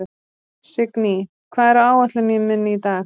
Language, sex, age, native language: Icelandic, female, 30-39, Icelandic